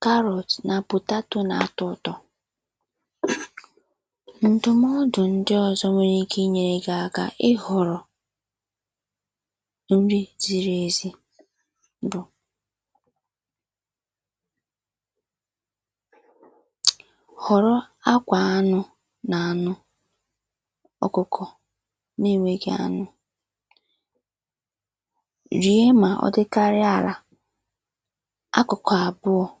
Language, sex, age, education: Igbo, female, 15-29, secondary